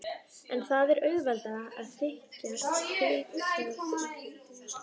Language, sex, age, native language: Icelandic, female, 12, Icelandic